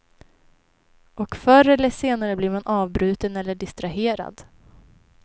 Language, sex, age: Swedish, female, 23